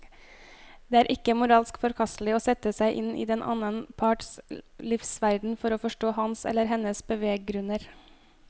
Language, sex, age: Norwegian, female, 25